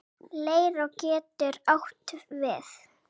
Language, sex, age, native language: Icelandic, female, 7, Icelandic